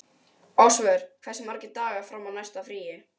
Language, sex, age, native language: Icelandic, male, 12, Icelandic